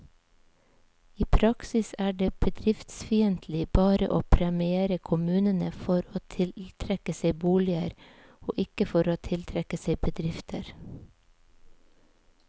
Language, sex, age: Norwegian, female, 37